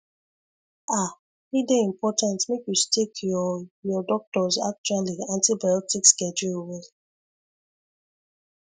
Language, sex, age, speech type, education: Nigerian Pidgin, female, 15-29, spontaneous, secondary